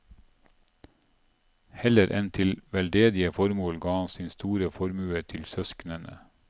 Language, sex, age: Norwegian, male, 47